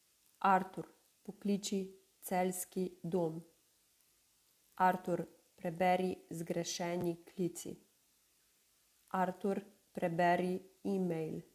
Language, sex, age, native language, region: Slovenian, female, 30-49, Slovenian, Savinja region